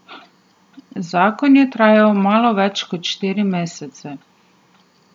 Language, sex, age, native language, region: Slovenian, female, 30-49, Slovenian, Southeast Slovenia